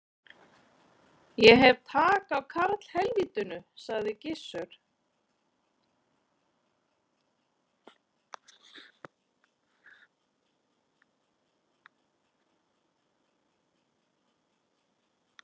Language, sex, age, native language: Icelandic, female, 40-49, Icelandic